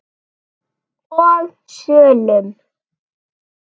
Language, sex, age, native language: Icelandic, female, 9, Icelandic